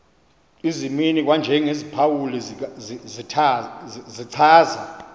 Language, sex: Xhosa, male